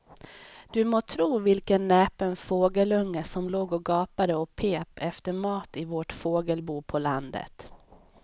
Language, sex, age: Swedish, female, 31